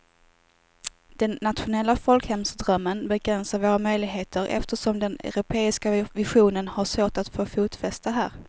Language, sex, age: Swedish, female, 18